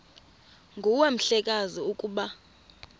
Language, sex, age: Xhosa, female, 24